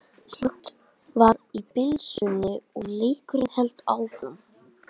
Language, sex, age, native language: Icelandic, male, 20-29, Icelandic